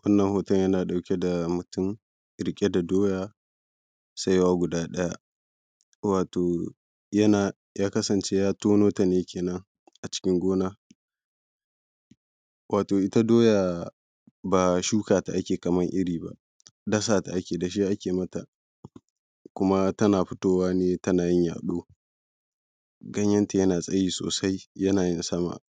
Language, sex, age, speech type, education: Hausa, male, 15-29, spontaneous, primary